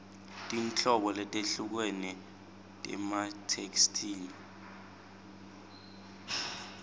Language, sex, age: Swati, male, 20